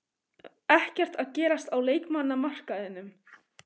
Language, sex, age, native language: Icelandic, female, 15, Icelandic